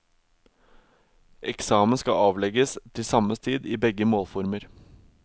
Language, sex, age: Norwegian, male, 22